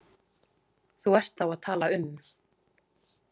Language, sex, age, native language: Icelandic, female, 20-29, Icelandic